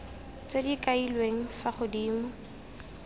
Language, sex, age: Tswana, female, 18